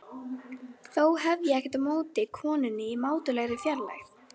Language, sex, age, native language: Icelandic, female, 11, Icelandic